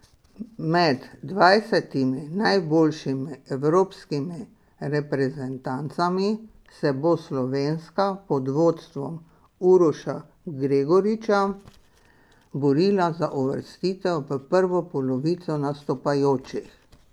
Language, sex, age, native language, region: Slovenian, female, 60+, Slovenian, Pomurje region